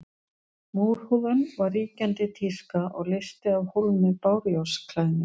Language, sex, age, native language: Icelandic, female, 60-69, Icelandic